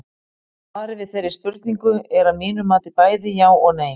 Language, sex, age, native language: Icelandic, female, 40-49, Icelandic